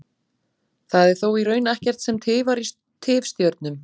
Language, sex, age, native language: Icelandic, female, 40-49, Icelandic